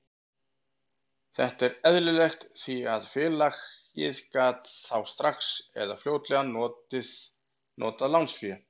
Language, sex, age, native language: Icelandic, male, 40-49, Icelandic